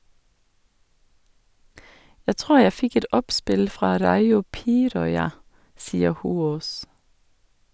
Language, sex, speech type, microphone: Norwegian, female, read, Sennheiser